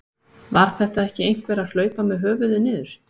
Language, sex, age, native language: Icelandic, female, 30-39, Icelandic